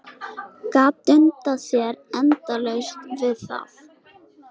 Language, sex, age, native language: Icelandic, female, 13, Icelandic